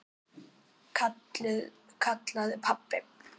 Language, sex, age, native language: Icelandic, female, 9, Icelandic